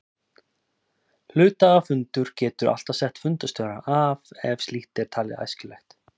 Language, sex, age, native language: Icelandic, male, 30-39, Icelandic